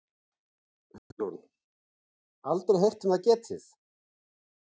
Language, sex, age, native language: Icelandic, male, 40-49, Icelandic